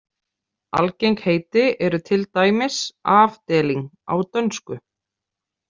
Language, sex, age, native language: Icelandic, female, 30-39, Icelandic